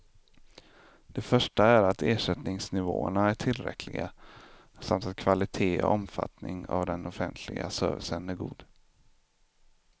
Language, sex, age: Swedish, male, 25